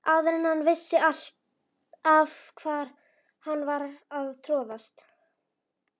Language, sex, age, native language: Icelandic, female, 11, Icelandic